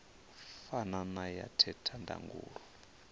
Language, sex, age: Venda, male, 34